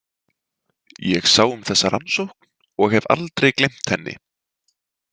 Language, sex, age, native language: Icelandic, male, 20-29, Icelandic